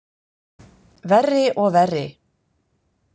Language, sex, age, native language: Icelandic, female, 50-59, Icelandic